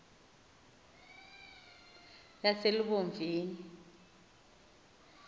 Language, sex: Xhosa, female